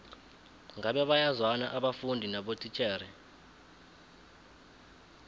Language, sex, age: South Ndebele, male, 20